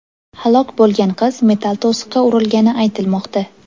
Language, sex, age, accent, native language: Uzbek, female, 18-24, Toshkent shahri, Uzbek